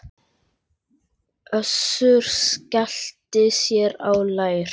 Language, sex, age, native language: Icelandic, male, 10, Icelandic